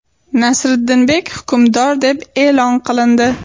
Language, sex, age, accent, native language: Uzbek, female, 18-24, Sirdaryo, Uzbek